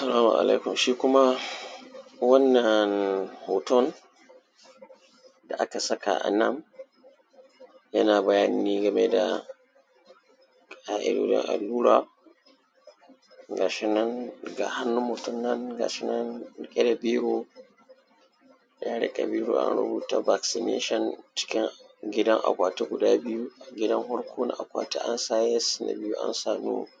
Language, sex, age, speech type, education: Hausa, male, 15-29, spontaneous, primary